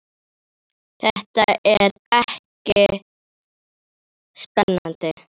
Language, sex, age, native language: Icelandic, female, 10, Icelandic